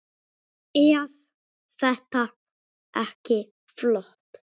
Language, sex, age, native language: Icelandic, male, 6, Icelandic